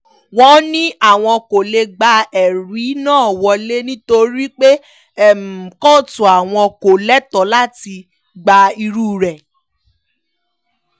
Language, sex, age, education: Yoruba, female, 15-29, tertiary